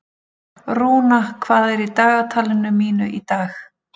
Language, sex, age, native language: Icelandic, female, 40-49, Icelandic